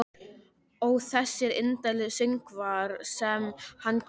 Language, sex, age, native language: Icelandic, male, 13, Icelandic